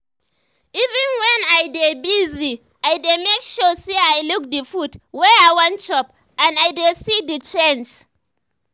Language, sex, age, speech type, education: Nigerian Pidgin, female, 15-29, spontaneous, tertiary